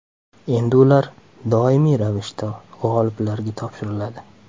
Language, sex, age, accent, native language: Uzbek, male, 25-34, Toshkent shahri, Uzbek